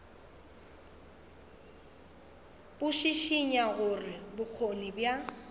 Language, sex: Northern Sotho, female